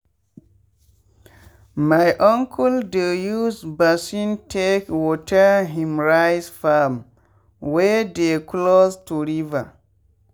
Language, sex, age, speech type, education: Nigerian Pidgin, male, 15-29, spontaneous, tertiary